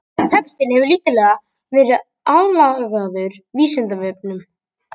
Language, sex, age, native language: Icelandic, male, 18-19, Icelandic